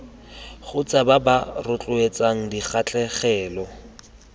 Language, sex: Tswana, male